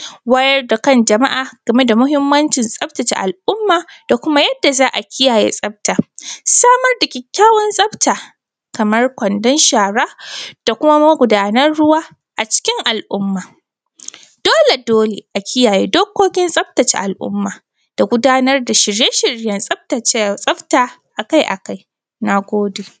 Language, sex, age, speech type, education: Hausa, female, 15-29, spontaneous, primary